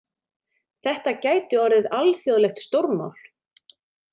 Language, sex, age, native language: Icelandic, female, 30-39, Icelandic